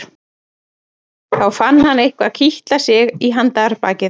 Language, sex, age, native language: Icelandic, female, 30-39, Icelandic